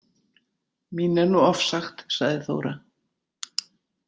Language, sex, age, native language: Icelandic, female, 60-69, Icelandic